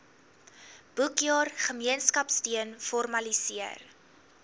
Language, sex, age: Afrikaans, female, 19